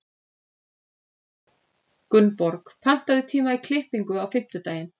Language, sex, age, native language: Icelandic, female, 30-39, Icelandic